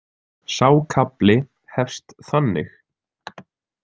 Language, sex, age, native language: Icelandic, male, 20-29, Icelandic